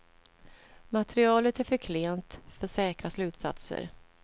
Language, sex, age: Swedish, female, 47